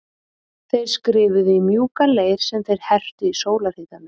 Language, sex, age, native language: Icelandic, female, 30-39, Icelandic